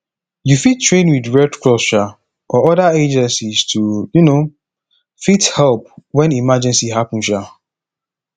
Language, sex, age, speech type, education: Nigerian Pidgin, male, 15-29, spontaneous, tertiary